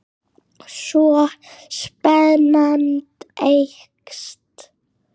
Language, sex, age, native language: Icelandic, female, 8, Icelandic